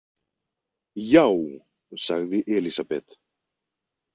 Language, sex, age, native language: Icelandic, male, 20-29, Icelandic